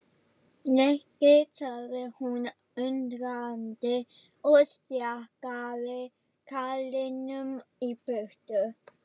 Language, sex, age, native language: Icelandic, female, 11, German